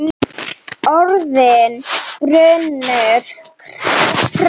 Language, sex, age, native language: Icelandic, female, 7, Icelandic